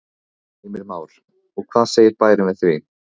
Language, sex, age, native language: Icelandic, male, 15, Icelandic